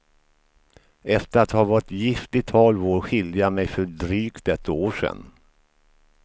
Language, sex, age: Swedish, male, 53